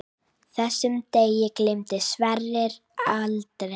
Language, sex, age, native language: Icelandic, female, 9, Icelandic